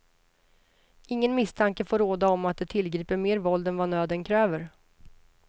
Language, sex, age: Swedish, female, 33